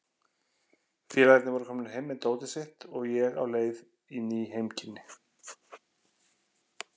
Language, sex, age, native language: Icelandic, male, 50-59, Icelandic